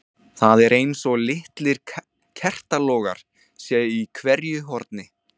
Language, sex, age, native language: Icelandic, male, 20-29, Icelandic